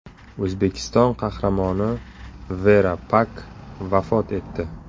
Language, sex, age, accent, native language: Uzbek, male, 25-34, Surxondaryo, Uzbek